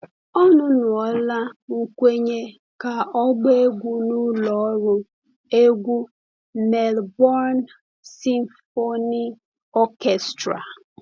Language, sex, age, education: Igbo, female, 15-29, tertiary